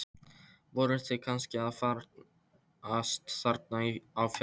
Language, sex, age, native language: Icelandic, male, 13, Polish